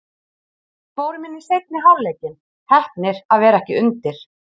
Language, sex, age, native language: Icelandic, female, 40-49, Icelandic